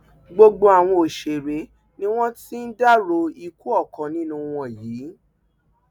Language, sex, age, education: Yoruba, female, 30-45, tertiary